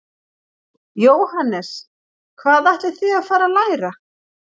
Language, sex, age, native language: Icelandic, female, 40-49, Icelandic